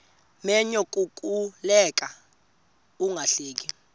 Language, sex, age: Xhosa, male, 26